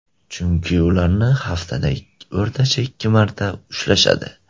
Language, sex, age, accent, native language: Uzbek, male, 18-24, Surxondaryo, Uzbek